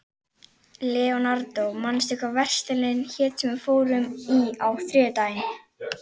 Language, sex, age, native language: Icelandic, female, 11, Icelandic